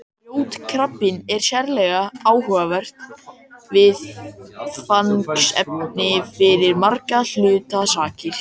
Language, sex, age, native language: Icelandic, male, 18-19, Icelandic